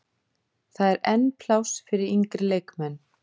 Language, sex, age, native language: Icelandic, female, 40-49, Icelandic